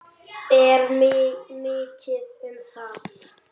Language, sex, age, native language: Icelandic, male, 8, Icelandic